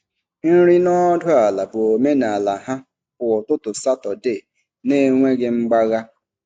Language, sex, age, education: Igbo, male, 30-45, tertiary